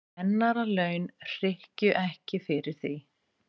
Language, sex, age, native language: Icelandic, female, 30-39, Icelandic